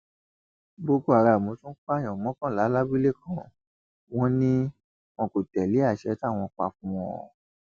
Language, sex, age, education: Yoruba, male, 30-45, tertiary